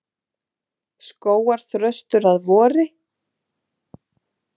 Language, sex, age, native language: Icelandic, female, 40-49, Icelandic